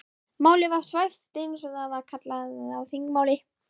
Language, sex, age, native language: Icelandic, female, 11, Icelandic